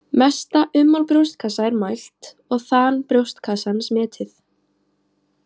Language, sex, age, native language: Icelandic, female, 18-19, Icelandic